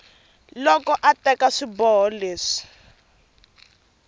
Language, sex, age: Tsonga, female, 18